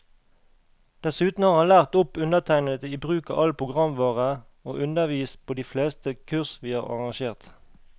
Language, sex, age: Norwegian, male, 38